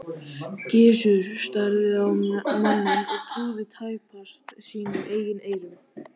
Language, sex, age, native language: Icelandic, male, 13, Icelandic